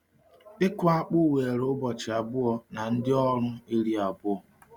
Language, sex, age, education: Igbo, male, 46-60, tertiary